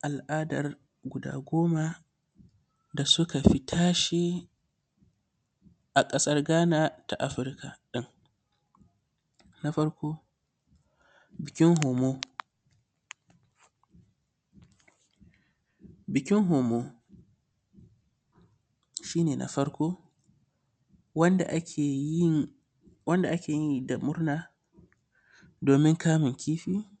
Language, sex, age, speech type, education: Hausa, male, 15-29, spontaneous, secondary